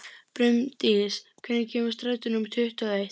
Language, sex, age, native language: Icelandic, female, 30-39, Icelandic